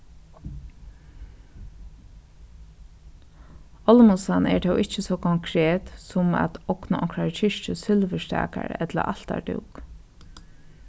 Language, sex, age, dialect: Faroese, female, 36-60, Norðuroyggjar